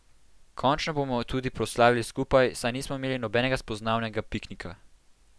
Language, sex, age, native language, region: Slovenian, male, 12-17, Slovenian, Central Slovenia